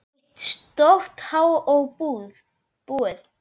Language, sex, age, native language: Icelandic, male, 10, Icelandic